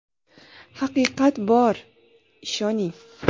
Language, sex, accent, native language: Uzbek, female, Buxoro, Uzbek